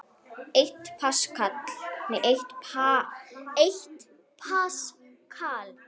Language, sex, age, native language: Icelandic, female, 9, Icelandic